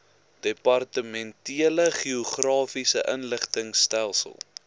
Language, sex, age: Afrikaans, male, 21